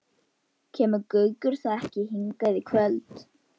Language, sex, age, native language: Icelandic, female, 11, Icelandic